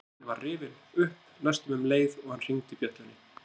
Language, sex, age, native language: Icelandic, male, 30-39, Icelandic